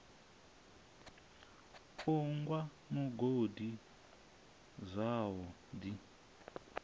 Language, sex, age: Venda, male, 27